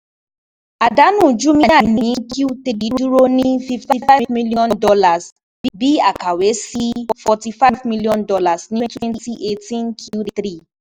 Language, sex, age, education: Yoruba, female, 15-29, tertiary